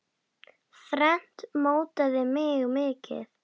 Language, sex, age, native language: Icelandic, female, 10, Icelandic